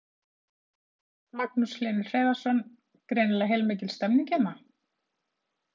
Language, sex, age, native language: Icelandic, female, 30-39, Icelandic